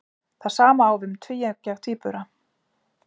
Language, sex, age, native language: Icelandic, female, 40-49, Icelandic